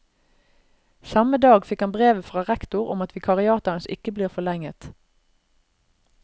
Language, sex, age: Norwegian, female, 32